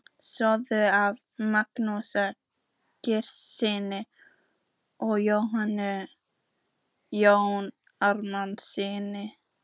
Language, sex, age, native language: Icelandic, female, 14, Icelandic